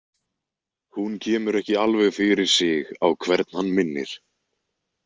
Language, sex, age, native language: Icelandic, male, 20-29, Icelandic